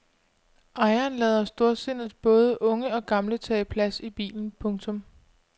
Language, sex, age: Danish, female, 25